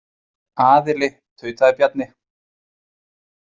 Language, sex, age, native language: Icelandic, male, 20-29, Icelandic